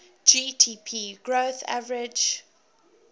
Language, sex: English, female